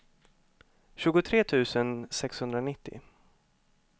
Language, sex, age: Swedish, male, 25